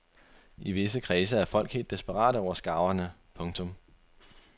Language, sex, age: Danish, male, 25